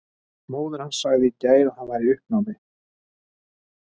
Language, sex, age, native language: Icelandic, male, 30-39, Icelandic